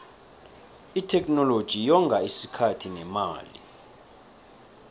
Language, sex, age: South Ndebele, male, 23